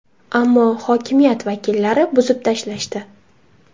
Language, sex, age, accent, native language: Uzbek, female, 19-29, Toshkent shahri, Uzbek